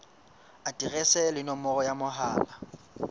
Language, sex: Southern Sotho, female